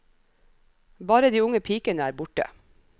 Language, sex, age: Norwegian, female, 37